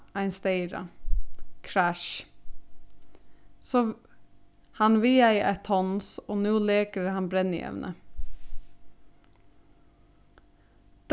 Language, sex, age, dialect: Faroese, female, 15-35, Suðurstreymoy